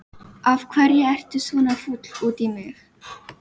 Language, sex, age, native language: Icelandic, female, 12, Filipino